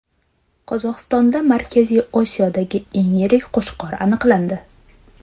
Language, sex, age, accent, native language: Uzbek, female, 25-34, Surxondaryo, Uzbek